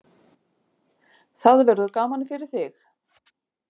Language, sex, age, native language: Icelandic, female, 50-59, Icelandic